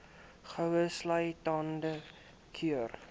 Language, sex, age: Afrikaans, male, 18